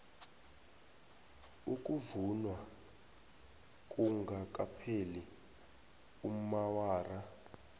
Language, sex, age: South Ndebele, male, 19